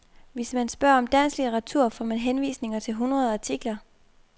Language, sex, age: Danish, female, 24